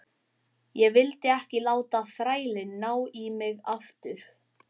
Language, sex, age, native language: Icelandic, male, 12, Icelandic